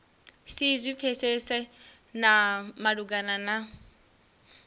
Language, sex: Venda, female